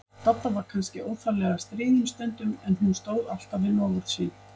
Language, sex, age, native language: Icelandic, female, 50-59, Icelandic